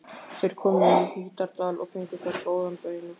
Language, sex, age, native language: Icelandic, male, 15, Icelandic